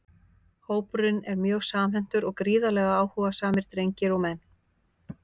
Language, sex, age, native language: Icelandic, female, 50-59, Icelandic